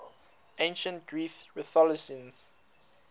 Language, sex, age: English, male, 19